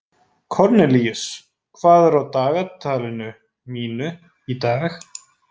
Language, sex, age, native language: Icelandic, male, 20-29, Icelandic